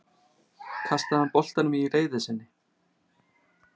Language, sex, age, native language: Icelandic, male, 30-39, Icelandic